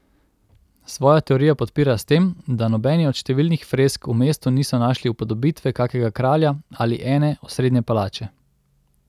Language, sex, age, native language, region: Slovenian, male, 30-49, Slovenian, Central Slovenia